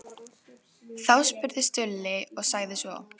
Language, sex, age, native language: Icelandic, female, 14, Icelandic